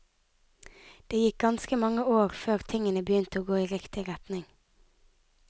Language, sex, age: Norwegian, female, 19